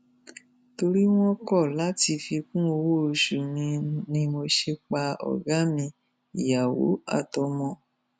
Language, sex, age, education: Yoruba, female, 46-60, tertiary